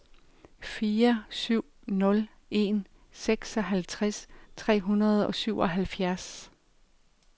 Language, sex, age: Danish, female, 45